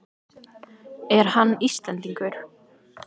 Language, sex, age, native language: Icelandic, female, 14, Icelandic